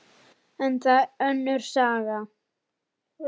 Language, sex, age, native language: Icelandic, male, 18-19, Icelandic